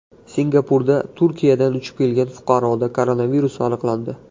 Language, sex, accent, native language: Uzbek, male, Andijon, Uzbek